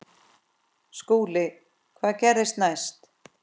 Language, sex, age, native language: Icelandic, female, 10, Icelandic